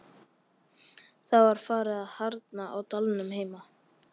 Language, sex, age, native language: Icelandic, male, 13, Icelandic